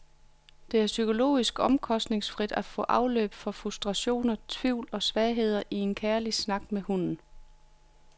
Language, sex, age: Danish, female, 42